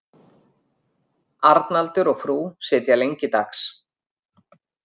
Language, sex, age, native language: Icelandic, female, 50-59, Icelandic